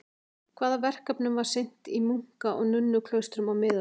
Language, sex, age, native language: Icelandic, female, 40-49, Icelandic